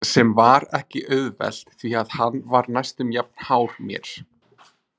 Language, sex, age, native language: Icelandic, male, 20-29, Icelandic